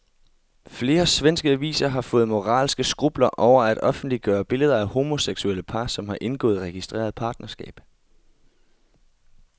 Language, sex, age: Danish, male, 22